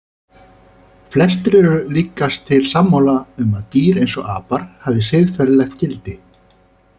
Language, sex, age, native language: Icelandic, male, 30-39, Icelandic